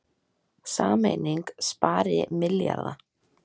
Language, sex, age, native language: Icelandic, female, 18-19, Icelandic